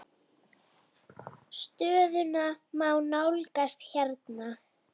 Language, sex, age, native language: Icelandic, female, 8, Icelandic